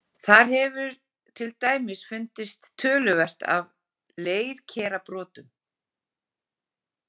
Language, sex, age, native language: Icelandic, female, 40-49, Icelandic